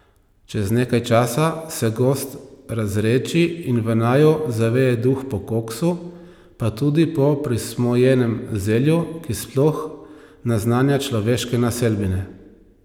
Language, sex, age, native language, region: Slovenian, male, 30-49, Slovenian, Savinja region